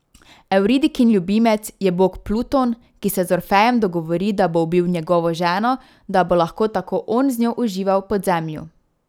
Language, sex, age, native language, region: Slovenian, female, 18-29, Slovenian, Drava region